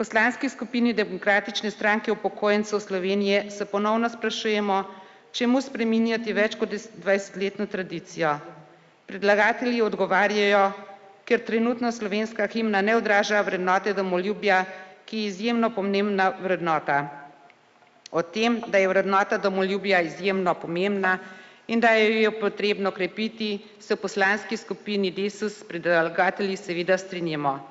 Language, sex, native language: Slovenian, female, Slovenian